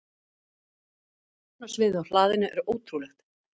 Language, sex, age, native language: Icelandic, female, 50-59, Icelandic